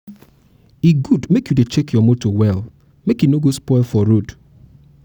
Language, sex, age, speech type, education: Nigerian Pidgin, male, 30-45, spontaneous, tertiary